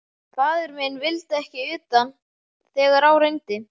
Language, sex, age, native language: Icelandic, male, 11, Icelandic